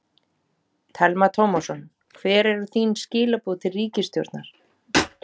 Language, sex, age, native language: Icelandic, female, 40-49, Icelandic